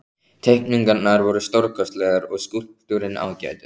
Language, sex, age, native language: Icelandic, male, 14, Icelandic